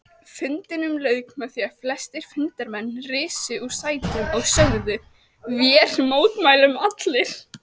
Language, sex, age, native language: Icelandic, female, 18-19, Icelandic